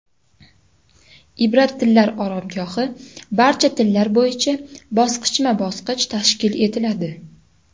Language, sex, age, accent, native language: Uzbek, female, under 19, Toshkent viloyati, Uzbek